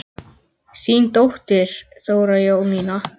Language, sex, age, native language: Icelandic, male, 10, Icelandic